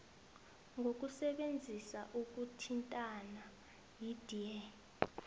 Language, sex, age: South Ndebele, female, 22